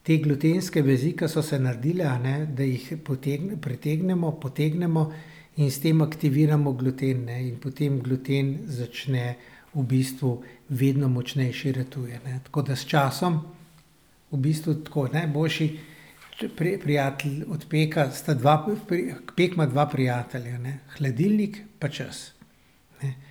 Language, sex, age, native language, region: Slovenian, male, 60+, Slovenian, Central Slovenia